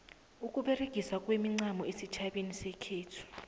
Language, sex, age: South Ndebele, female, 23